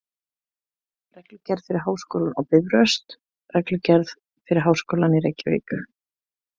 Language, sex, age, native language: Icelandic, female, 20-29, Icelandic